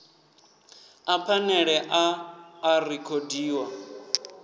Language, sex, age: Venda, male, 19